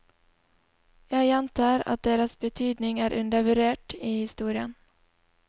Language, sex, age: Norwegian, female, 20